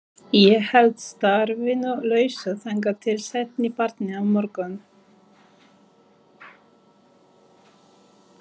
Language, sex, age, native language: Icelandic, female, 30-39, Polish